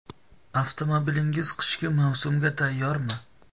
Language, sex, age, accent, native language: Uzbek, male, 25-34, Jizzax, Uzbek